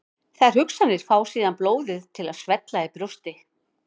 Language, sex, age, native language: Icelandic, female, 50-59, Icelandic